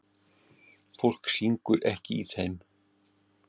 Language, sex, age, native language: Icelandic, male, 60-69, Icelandic